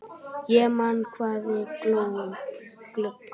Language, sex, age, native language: Icelandic, male, 9, Icelandic